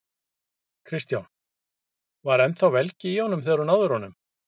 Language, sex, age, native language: Icelandic, male, 50-59, Icelandic